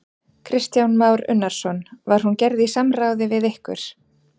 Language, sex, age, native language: Icelandic, female, 40-49, Icelandic